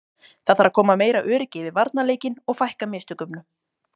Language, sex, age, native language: Icelandic, female, 20-29, Icelandic